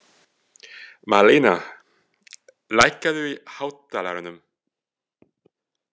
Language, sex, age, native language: Icelandic, male, 40-49, French